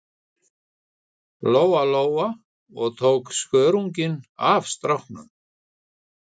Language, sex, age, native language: Icelandic, male, 60-69, Icelandic